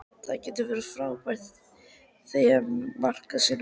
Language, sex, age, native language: Icelandic, female, 13, Icelandic